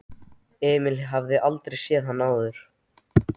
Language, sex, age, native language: Icelandic, male, 13, Icelandic